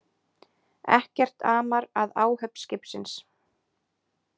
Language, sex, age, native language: Icelandic, female, 20-29, Icelandic